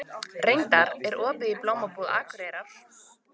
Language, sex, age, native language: Icelandic, female, 18-19, Icelandic